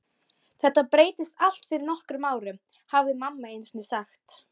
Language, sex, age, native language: Icelandic, female, 12, Icelandic